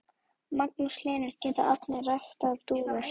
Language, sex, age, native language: Icelandic, female, 12, Icelandic